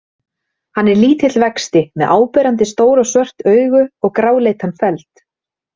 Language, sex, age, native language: Icelandic, female, 30-39, Icelandic